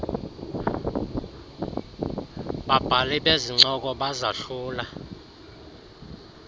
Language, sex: Xhosa, male